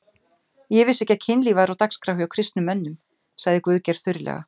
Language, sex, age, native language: Icelandic, female, 50-59, Icelandic